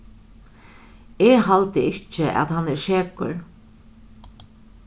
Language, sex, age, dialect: Faroese, female, 36-60, Norðurstreymoy/Eysturoy